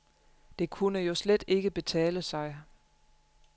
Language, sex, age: Danish, female, 35